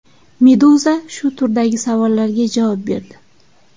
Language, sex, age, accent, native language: Uzbek, female, 18-24, Surxondaryo, Uzbek